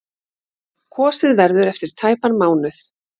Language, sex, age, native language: Icelandic, female, 50-59, Icelandic